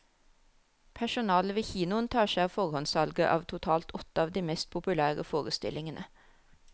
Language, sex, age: Norwegian, female, 34